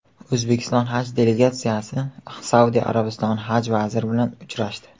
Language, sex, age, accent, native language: Uzbek, male, 18-24, Qashqadaryo, Uzbek